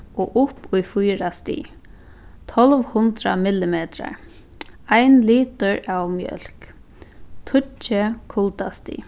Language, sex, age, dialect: Faroese, female, 15-35, Suðuroy